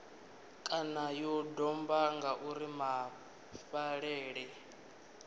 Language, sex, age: Venda, male, 19